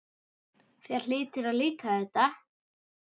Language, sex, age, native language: Icelandic, female, 10, Icelandic